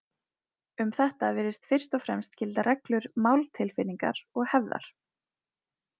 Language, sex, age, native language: Icelandic, female, 20-29, Icelandic